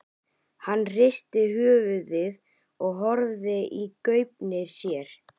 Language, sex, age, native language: Icelandic, male, 11, Icelandic